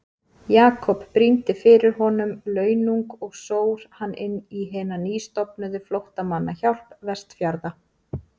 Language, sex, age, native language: Icelandic, female, 30-39, Icelandic